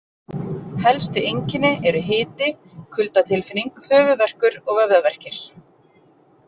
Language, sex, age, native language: Icelandic, female, 40-49, Icelandic